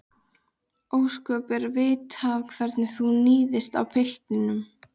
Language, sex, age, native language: Icelandic, female, 13, Icelandic